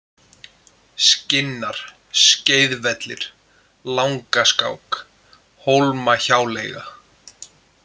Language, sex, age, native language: Icelandic, male, 20-29, Icelandic